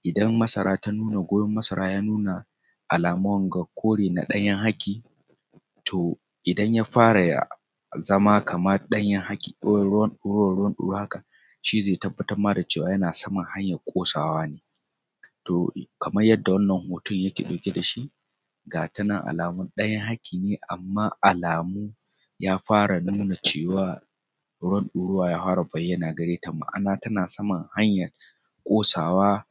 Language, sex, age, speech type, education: Hausa, male, 30-45, spontaneous, tertiary